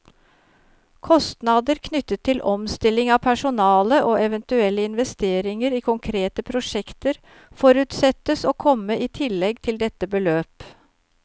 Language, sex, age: Norwegian, female, 53